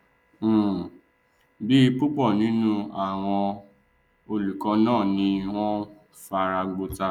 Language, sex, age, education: Yoruba, male, 15-29, tertiary